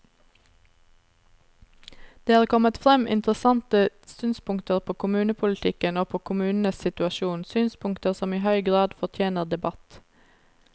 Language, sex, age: Norwegian, female, 27